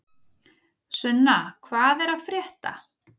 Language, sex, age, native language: Icelandic, female, 40-49, Icelandic